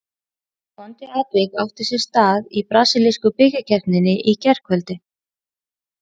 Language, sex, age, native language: Icelandic, female, 40-49, Icelandic